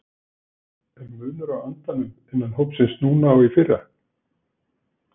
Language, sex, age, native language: Icelandic, male, 60-69, Icelandic